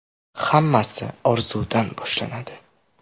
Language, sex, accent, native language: Uzbek, male, Samarqand, Uzbek